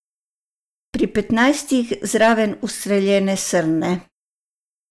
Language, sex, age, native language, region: Slovenian, female, 60+, Croatian, Savinja region